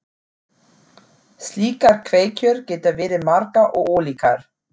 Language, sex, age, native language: Icelandic, female, 40-49, German